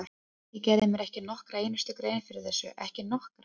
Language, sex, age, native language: Icelandic, female, 30-39, Icelandic